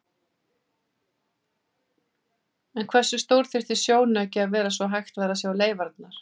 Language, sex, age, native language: Icelandic, female, 50-59, Icelandic